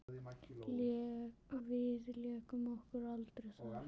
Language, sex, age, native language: Icelandic, male, 10, Icelandic